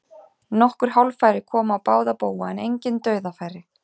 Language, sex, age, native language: Icelandic, female, 30-39, Icelandic